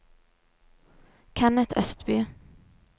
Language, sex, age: Norwegian, female, 22